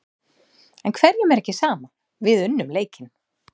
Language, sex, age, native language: Icelandic, female, 40-49, Icelandic